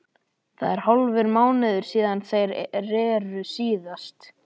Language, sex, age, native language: Icelandic, male, 11, Icelandic